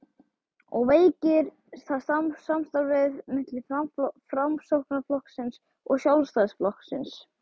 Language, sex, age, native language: Icelandic, male, 12, Icelandic